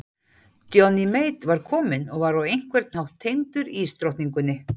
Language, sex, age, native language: Icelandic, female, 40-49, Icelandic